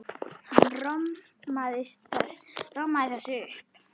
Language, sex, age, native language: Icelandic, female, 10, Icelandic